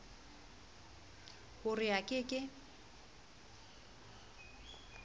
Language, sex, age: Southern Sotho, female, 35